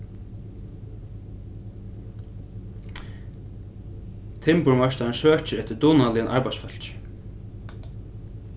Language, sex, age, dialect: Faroese, male, 15-35, Norðurstreymoy/Eysturoy